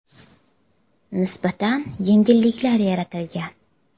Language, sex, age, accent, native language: Uzbek, female, 18-24, Jizzax, Uzbek